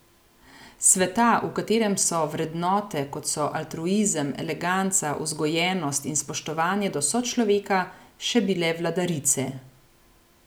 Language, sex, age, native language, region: Slovenian, female, 30-49, Slovenian, Gorenjska region